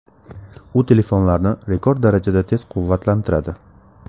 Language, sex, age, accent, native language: Uzbek, male, 18-24, Samarqand, Uzbek